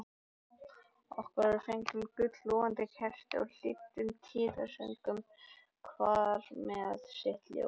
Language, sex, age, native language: Icelandic, male, 18-19, Icelandic